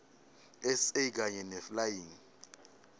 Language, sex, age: Swati, male, 19